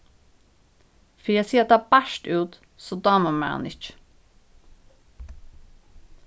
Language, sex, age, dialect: Faroese, female, 15-35, Norðuroyggjar